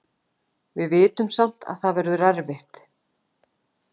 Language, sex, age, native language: Icelandic, female, 18-19, Icelandic